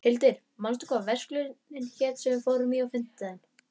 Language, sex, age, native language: Icelandic, male, 11, Icelandic